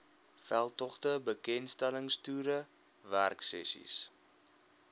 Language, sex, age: Afrikaans, male, 21